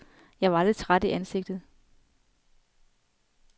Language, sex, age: Danish, female, 33